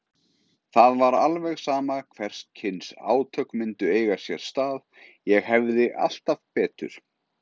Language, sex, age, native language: Icelandic, male, 30-39, Icelandic